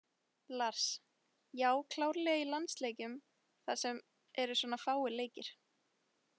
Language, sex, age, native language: Icelandic, female, 20-29, Icelandic